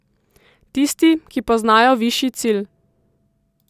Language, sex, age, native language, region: Slovenian, female, 18-29, Slovenian, Central Slovenia